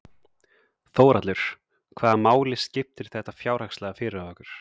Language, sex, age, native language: Icelandic, male, 30-39, Icelandic